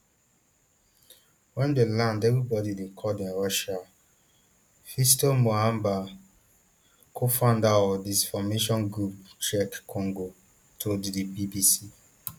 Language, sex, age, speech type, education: Nigerian Pidgin, male, 30-45, spontaneous, tertiary